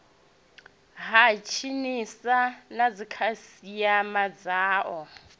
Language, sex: Venda, female